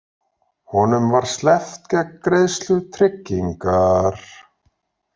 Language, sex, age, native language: Icelandic, male, 40-49, Icelandic